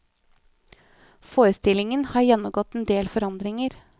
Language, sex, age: Norwegian, female, 24